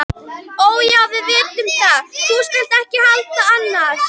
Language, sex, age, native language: Icelandic, female, 11, Icelandic